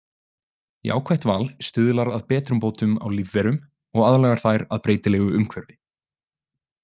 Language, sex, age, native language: Icelandic, male, 20-29, Icelandic